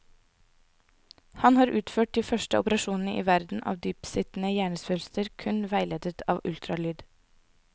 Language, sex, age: Norwegian, female, 24